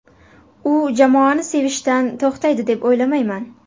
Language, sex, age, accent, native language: Uzbek, female, 18-24, Buxoro, Uzbek